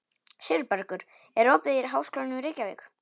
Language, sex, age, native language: Icelandic, male, 18-19, Polish